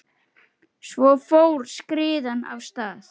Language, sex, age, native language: Icelandic, male, 8, Icelandic